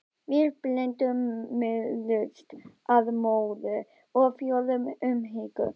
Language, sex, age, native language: Icelandic, female, 12, Icelandic